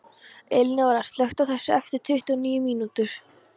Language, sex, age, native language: Icelandic, female, 13, Polish